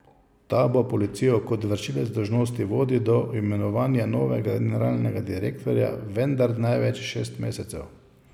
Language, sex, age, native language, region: Slovenian, male, 50-59, Slovenian, Savinja region